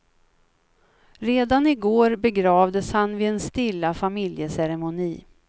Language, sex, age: Swedish, female, 56